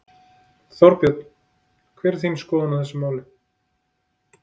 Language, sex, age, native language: Icelandic, male, 30-39, Icelandic